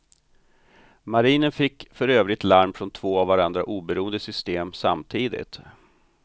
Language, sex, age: Swedish, male, 45